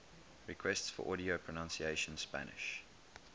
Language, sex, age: English, male, 21